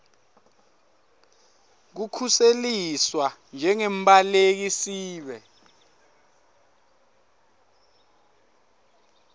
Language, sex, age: Swati, male, 24